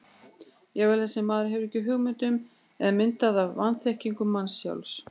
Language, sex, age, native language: Icelandic, female, 40-49, Icelandic